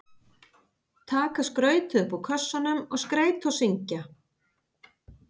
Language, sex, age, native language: Icelandic, female, 50-59, Icelandic